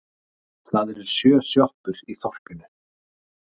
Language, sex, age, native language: Icelandic, male, 30-39, Icelandic